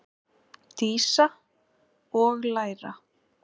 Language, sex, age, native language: Icelandic, female, 20-29, Icelandic